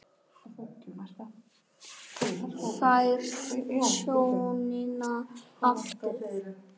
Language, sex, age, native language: Icelandic, male, 10, Icelandic